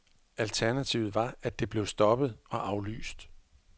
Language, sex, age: Danish, male, 41